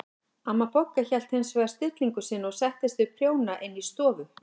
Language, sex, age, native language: Icelandic, female, 50-59, Icelandic